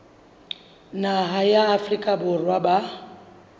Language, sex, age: Southern Sotho, female, 35